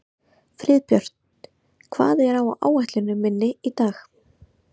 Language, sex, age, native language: Icelandic, female, 30-39, Icelandic